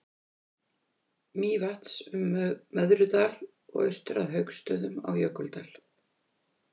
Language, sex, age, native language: Icelandic, female, 50-59, Icelandic